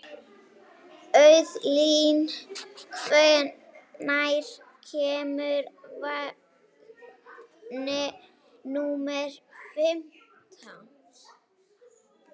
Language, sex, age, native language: Icelandic, female, 18-19, Icelandic